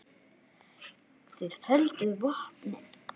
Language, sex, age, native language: Icelandic, female, 10, Icelandic